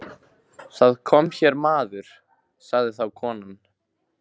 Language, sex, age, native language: Icelandic, male, 15, Icelandic